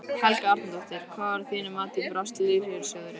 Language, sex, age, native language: Icelandic, female, 15, Icelandic